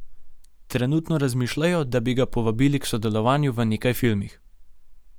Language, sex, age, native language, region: Slovenian, male, 18-29, Slovenian, Gorenjska region